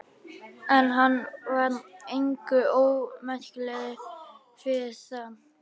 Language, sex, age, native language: Icelandic, male, 12, Icelandic